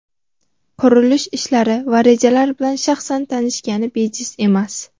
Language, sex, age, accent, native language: Uzbek, female, 12-17, Farg'ona, Uzbek